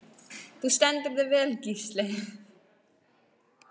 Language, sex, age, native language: Icelandic, female, 13, Icelandic